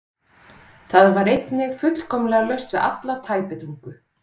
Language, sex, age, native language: Icelandic, female, 30-39, Icelandic